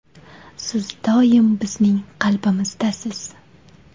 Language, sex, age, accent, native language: Uzbek, female, 18-24, Toshkent viloyati, Uzbek